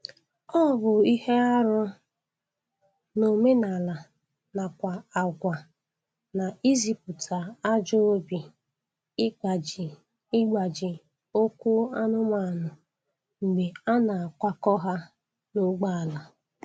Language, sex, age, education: Igbo, female, 15-29, tertiary